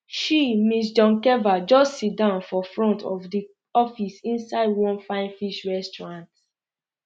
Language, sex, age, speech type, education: Nigerian Pidgin, female, 15-29, spontaneous, secondary